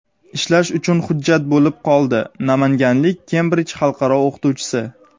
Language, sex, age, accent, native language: Uzbek, male, 19-29, Sirdaryo, Uzbek